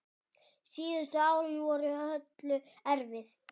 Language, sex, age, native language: Icelandic, male, 10, Icelandic